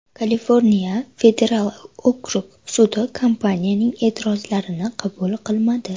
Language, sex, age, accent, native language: Uzbek, female, 19-29, Namangan, Uzbek